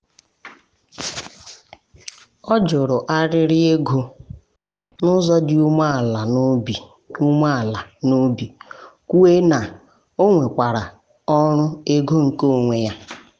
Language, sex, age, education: Igbo, female, 15-29, tertiary